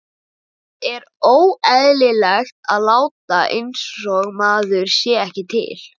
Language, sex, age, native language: Icelandic, male, 11, Icelandic